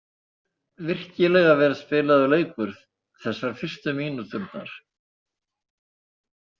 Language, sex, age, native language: Icelandic, male, 80-89, Icelandic